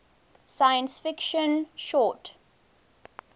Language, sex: English, female